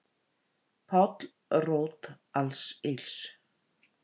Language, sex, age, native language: Icelandic, female, 50-59, Icelandic